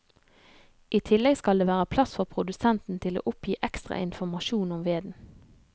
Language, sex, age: Norwegian, female, 32